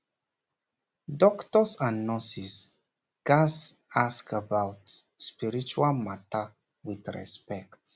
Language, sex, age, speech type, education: Nigerian Pidgin, male, 15-29, spontaneous, secondary